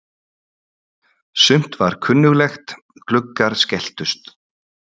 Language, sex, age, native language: Icelandic, male, 40-49, Icelandic